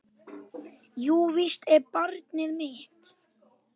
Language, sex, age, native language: Icelandic, other, 10, Icelandic